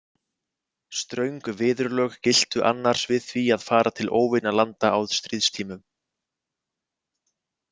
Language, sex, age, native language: Icelandic, male, 20-29, Icelandic